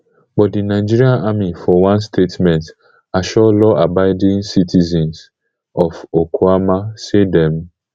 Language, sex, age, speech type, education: Nigerian Pidgin, male, 15-29, spontaneous, tertiary